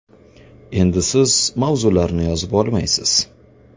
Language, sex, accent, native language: Uzbek, male, Farg'ona, Uzbek